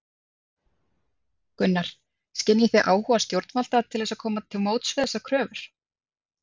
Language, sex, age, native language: Icelandic, female, 30-39, Icelandic